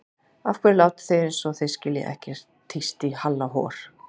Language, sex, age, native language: Icelandic, female, 40-49, Icelandic